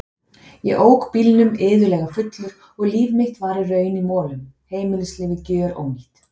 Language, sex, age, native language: Icelandic, female, 30-39, Icelandic